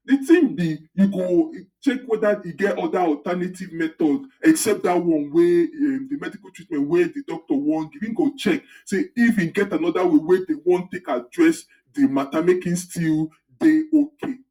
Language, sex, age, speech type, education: Nigerian Pidgin, male, 46-60, spontaneous, tertiary